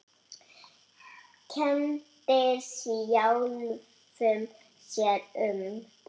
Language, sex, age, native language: Icelandic, female, 6, Icelandic